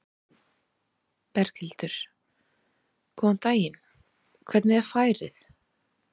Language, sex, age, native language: Icelandic, female, 30-39, Icelandic